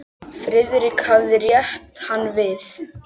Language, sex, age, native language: Icelandic, male, 6, Icelandic